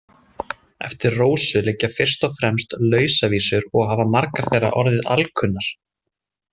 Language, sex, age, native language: Icelandic, male, 20-29, Icelandic